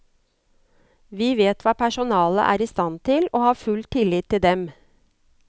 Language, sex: Norwegian, female